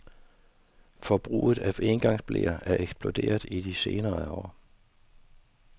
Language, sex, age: Danish, male, 52